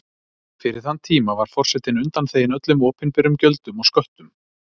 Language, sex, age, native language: Icelandic, male, 30-39, Icelandic